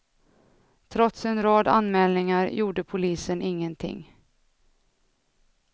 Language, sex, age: Swedish, female, 32